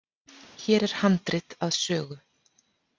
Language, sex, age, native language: Icelandic, female, 40-49, Icelandic